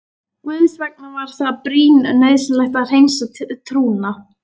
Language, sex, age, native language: Icelandic, female, 11, Icelandic